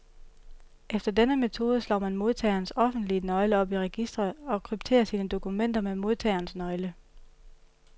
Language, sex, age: Danish, female, 31